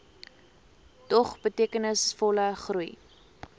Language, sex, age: Afrikaans, female, 19